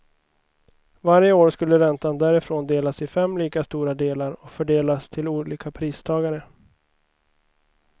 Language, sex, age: Swedish, male, 29